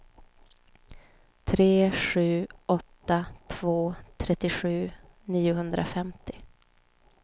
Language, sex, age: Swedish, female, 29